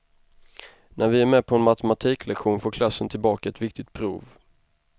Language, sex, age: Swedish, male, 25